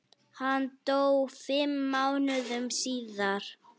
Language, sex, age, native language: Icelandic, female, 9, Icelandic